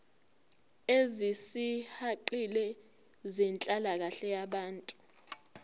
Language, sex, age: Zulu, female, 18